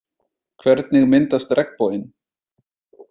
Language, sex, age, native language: Icelandic, male, 30-39, Icelandic